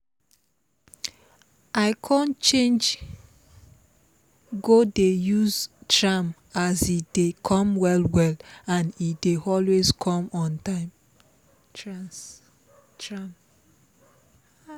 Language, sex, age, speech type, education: Nigerian Pidgin, female, 15-29, spontaneous, tertiary